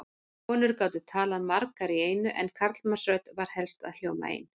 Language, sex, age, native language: Icelandic, female, 40-49, Icelandic